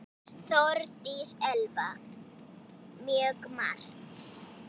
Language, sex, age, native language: Icelandic, female, 9, Icelandic